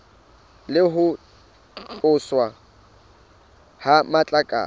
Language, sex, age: Southern Sotho, male, 24